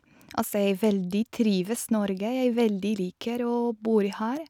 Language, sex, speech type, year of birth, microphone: Norwegian, female, spontaneous, 1986, Shure